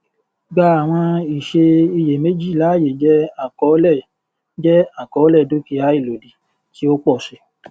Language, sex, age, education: Yoruba, male, 30-45, tertiary